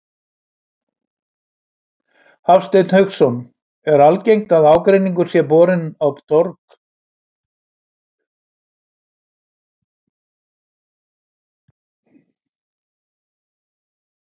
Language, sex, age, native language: Icelandic, male, 60-69, Icelandic